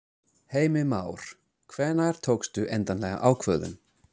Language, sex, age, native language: Icelandic, male, 30-39, English